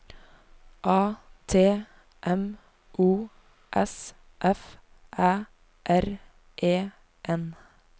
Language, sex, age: Norwegian, female, 19